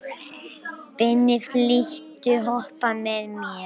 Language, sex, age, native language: Icelandic, other, 18-19, Icelandic